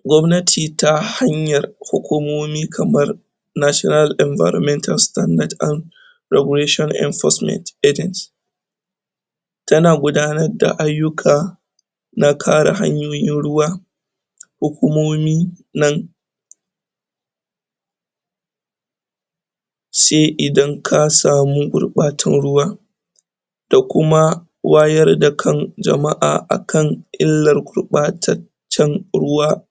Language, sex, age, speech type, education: Hausa, male, 30-45, spontaneous, tertiary